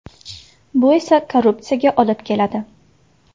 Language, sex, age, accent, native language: Uzbek, female, 19-29, Samarqand, Uzbek